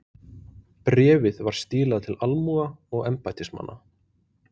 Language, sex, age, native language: Icelandic, male, 20-29, Icelandic